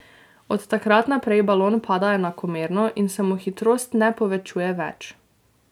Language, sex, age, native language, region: Slovenian, female, 18-29, Slovenian, Drava region